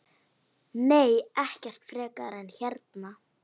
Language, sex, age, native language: Icelandic, female, 9, Icelandic